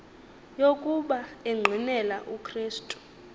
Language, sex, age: Xhosa, female, 22